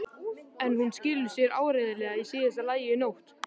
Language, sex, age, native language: Icelandic, male, 13, Icelandic